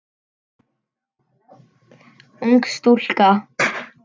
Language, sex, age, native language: Icelandic, male, 10, Icelandic